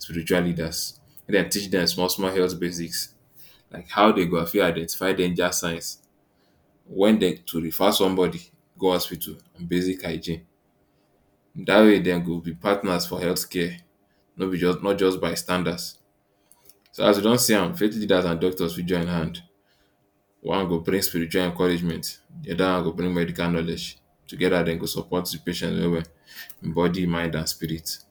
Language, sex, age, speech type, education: Nigerian Pidgin, male, 15-29, spontaneous, tertiary